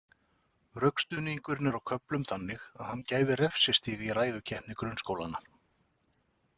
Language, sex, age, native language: Icelandic, male, 40-49, Icelandic